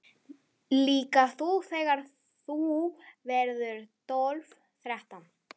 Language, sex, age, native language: Icelandic, female, 11, Spanish